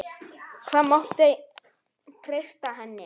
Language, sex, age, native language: Icelandic, male, 9, Icelandic